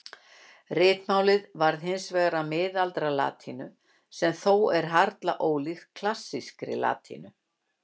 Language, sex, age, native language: Icelandic, female, 60-69, Icelandic